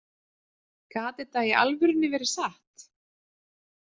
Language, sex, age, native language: Icelandic, female, 30-39, Icelandic